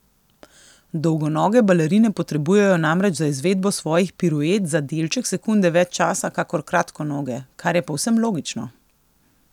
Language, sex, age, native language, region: Slovenian, female, 18-29, Slovenian, Coastal Karst region